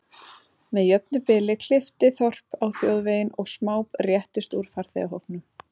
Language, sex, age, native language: Icelandic, female, 30-39, Icelandic